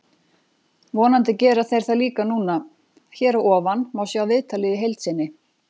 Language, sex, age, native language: Icelandic, female, 40-49, Icelandic